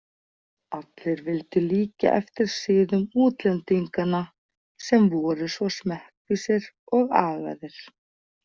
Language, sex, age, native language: Icelandic, female, 40-49, Icelandic